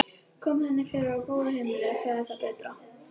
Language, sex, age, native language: Icelandic, female, 11, Icelandic